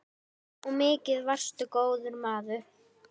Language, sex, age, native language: Icelandic, female, 10, Icelandic